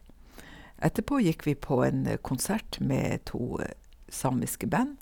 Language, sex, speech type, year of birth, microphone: Norwegian, female, spontaneous, 1956, Sennheiser